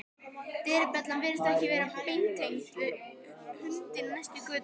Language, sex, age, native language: Icelandic, male, 12, Icelandic